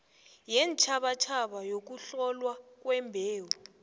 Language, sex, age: South Ndebele, female, 20